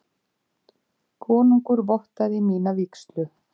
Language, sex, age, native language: Icelandic, female, 50-59, Icelandic